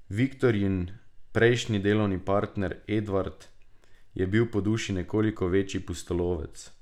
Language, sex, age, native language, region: Slovenian, male, 18-29, Slovenian, Drava region